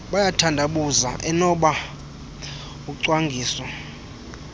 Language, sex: Xhosa, male